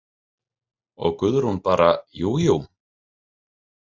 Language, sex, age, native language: Icelandic, male, 30-39, Icelandic